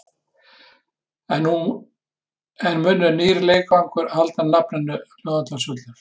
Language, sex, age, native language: Icelandic, male, 60-69, Icelandic